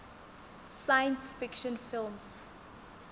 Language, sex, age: South Ndebele, female, 21